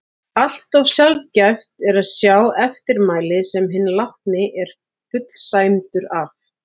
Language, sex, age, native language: Icelandic, female, 40-49, Icelandic